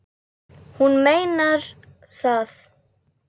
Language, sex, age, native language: Icelandic, female, 8, Icelandic